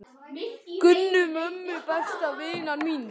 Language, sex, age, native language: Icelandic, male, 10, Icelandic